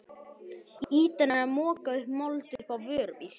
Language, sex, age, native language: Icelandic, male, 12, Icelandic